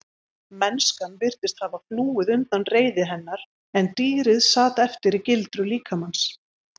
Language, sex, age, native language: Icelandic, female, 30-39, Icelandic